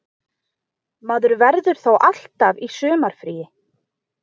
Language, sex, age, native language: Icelandic, female, 20-29, Icelandic